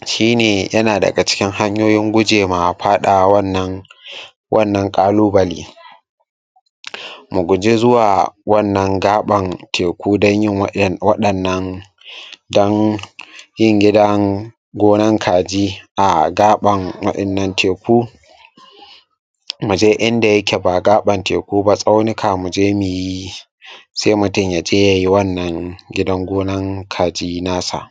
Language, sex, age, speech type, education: Hausa, male, 15-29, spontaneous, tertiary